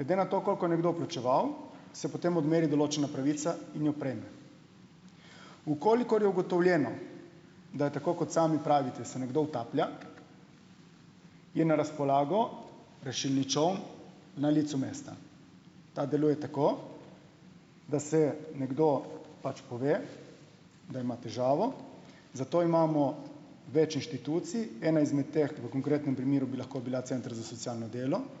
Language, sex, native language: Slovenian, male, Slovenian